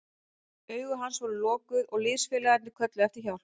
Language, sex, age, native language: Icelandic, female, 30-39, Icelandic